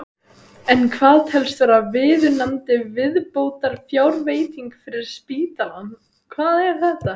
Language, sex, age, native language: Icelandic, female, 12, Icelandic